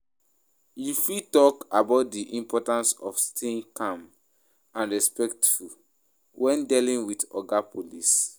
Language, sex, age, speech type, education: Nigerian Pidgin, male, 15-29, spontaneous, tertiary